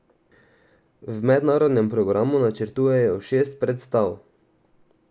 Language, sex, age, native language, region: Slovenian, male, 18-29, Slovenian, Drava region